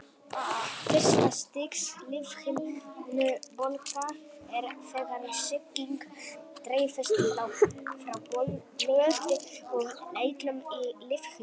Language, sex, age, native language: Icelandic, male, 18-19, Icelandic